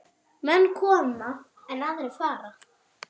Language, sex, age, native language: Icelandic, female, 9, Icelandic